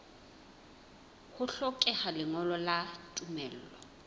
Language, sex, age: Southern Sotho, female, 20